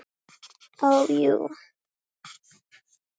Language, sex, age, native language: Icelandic, female, 8, Icelandic